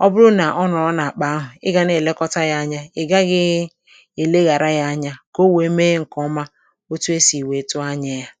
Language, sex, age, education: Igbo, female, 46-60, tertiary